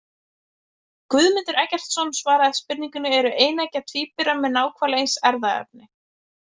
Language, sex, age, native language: Icelandic, female, 20-29, Icelandic